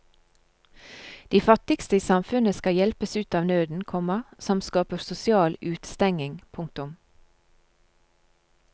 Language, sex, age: Norwegian, female, 35